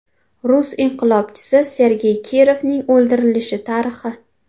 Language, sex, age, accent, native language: Uzbek, female, 18-24, Qashqadaryo, Uzbek